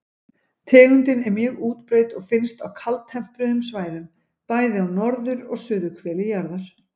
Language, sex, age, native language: Icelandic, female, 50-59, Icelandic